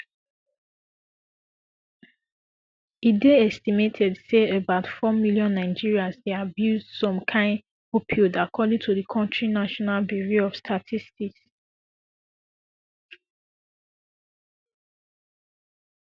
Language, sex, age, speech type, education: Nigerian Pidgin, female, 15-29, spontaneous, secondary